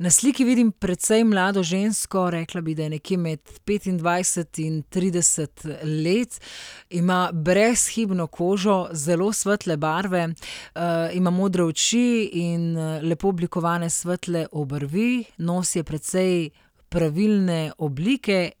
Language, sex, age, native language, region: Slovenian, female, 30-49, Slovenian, Central Slovenia